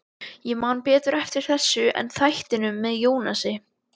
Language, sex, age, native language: Icelandic, male, 12, Icelandic